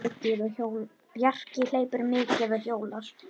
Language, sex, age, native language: Icelandic, male, 9, Icelandic